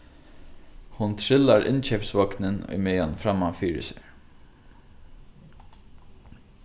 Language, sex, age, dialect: Faroese, male, 15-35, Norðurstreymoy/Eysturoy